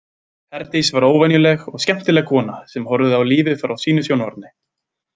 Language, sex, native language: Icelandic, male, Icelandic